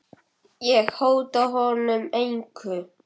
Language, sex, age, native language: Icelandic, male, 8, Icelandic